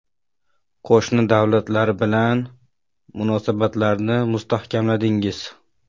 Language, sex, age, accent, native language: Uzbek, male, 18-24, Andijon, Uzbek